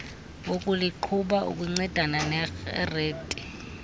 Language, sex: Xhosa, female